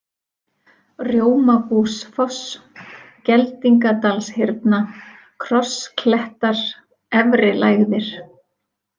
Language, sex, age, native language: Icelandic, female, 40-49, Icelandic